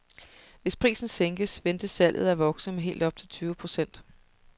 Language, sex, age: Danish, female, 30